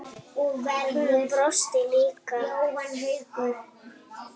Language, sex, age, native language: Icelandic, female, 8, Icelandic